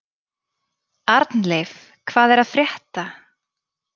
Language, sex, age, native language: Icelandic, female, 30-39, Icelandic